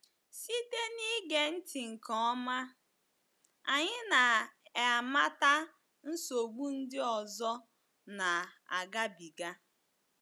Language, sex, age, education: Igbo, female, 15-29, tertiary